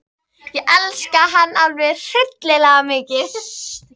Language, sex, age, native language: Icelandic, female, 14, Icelandic